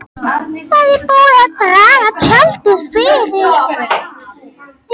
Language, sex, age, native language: Icelandic, other, 13, Icelandic